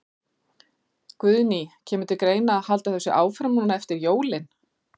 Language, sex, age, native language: Icelandic, female, 40-49, Icelandic